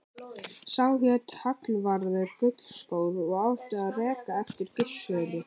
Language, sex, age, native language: Icelandic, male, 18-19, Icelandic